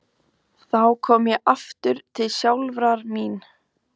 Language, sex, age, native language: Icelandic, female, 15, Icelandic